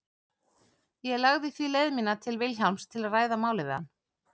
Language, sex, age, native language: Icelandic, female, 40-49, Icelandic